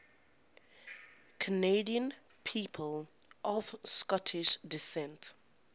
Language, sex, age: English, female, 19